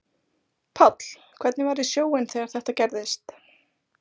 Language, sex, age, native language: Icelandic, female, 20-29, Icelandic